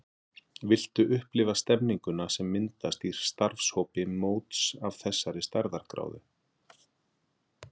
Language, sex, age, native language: Icelandic, male, 40-49, Icelandic